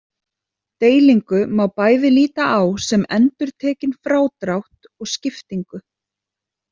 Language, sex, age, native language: Icelandic, female, 30-39, Icelandic